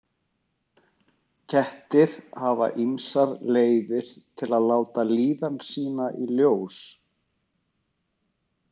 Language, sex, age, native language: Icelandic, male, 30-39, Icelandic